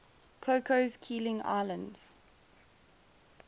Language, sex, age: English, female, 22